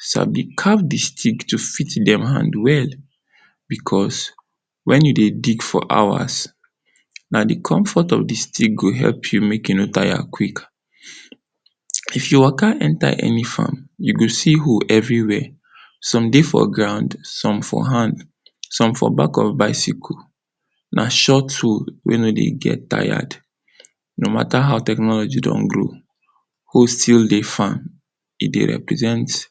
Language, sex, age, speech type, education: Nigerian Pidgin, male, 46-60, spontaneous, tertiary